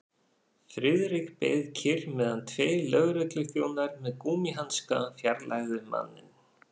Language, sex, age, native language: Icelandic, male, 40-49, Faroese